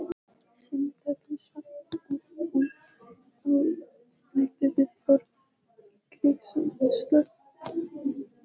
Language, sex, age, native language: Icelandic, female, 12, Icelandic